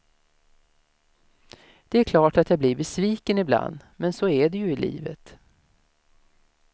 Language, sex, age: Swedish, female, 56